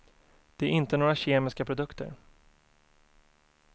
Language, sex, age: Swedish, male, 24